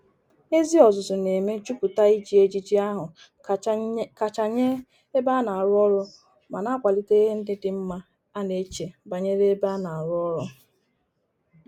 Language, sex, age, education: Igbo, female, 30-45, tertiary